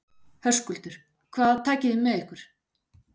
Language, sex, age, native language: Icelandic, female, 40-49, Icelandic